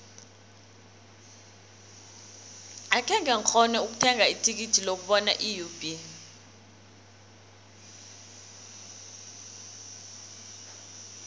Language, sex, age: South Ndebele, female, 21